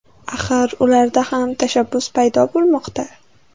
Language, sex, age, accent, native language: Uzbek, female, 18-24, Samarqand, Uzbek